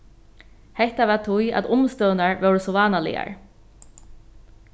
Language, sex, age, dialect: Faroese, female, 36-60, Norðuroyggjar